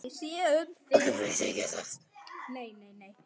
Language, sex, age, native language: Icelandic, male, 9, Icelandic